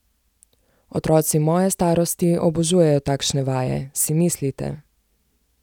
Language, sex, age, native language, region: Slovenian, female, 18-29, Slovenian, Zasavska region